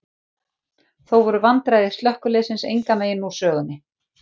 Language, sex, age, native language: Icelandic, female, 40-49, Icelandic